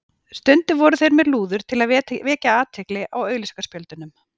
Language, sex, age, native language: Icelandic, female, 40-49, Icelandic